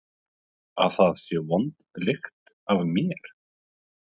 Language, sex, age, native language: Icelandic, male, 30-39, Icelandic